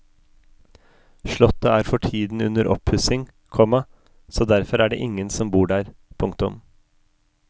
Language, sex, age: Norwegian, male, 33